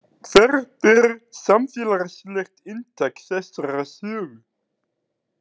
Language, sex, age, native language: Icelandic, male, 30-39, Icelandic